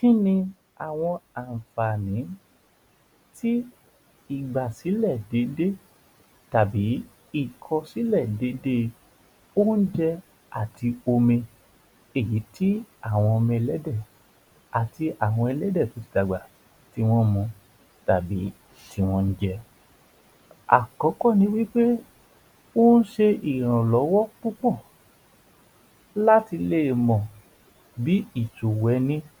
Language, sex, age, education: Yoruba, male, 60+, tertiary